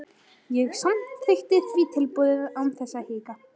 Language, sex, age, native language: Icelandic, female, 13, Icelandic